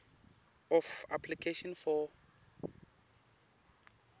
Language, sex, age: Swati, male, 19